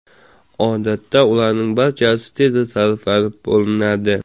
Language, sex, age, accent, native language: Uzbek, male, 18-24, Jizzax, Uzbek